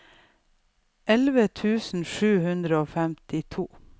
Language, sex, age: Norwegian, female, 55